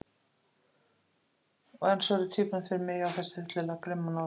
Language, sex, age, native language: Icelandic, female, 50-59, Icelandic